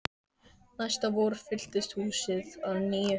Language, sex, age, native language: Icelandic, male, 13, Icelandic